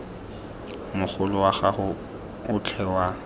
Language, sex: Tswana, male